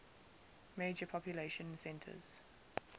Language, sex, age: English, female, 19